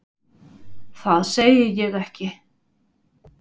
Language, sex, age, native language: Icelandic, female, 50-59, Icelandic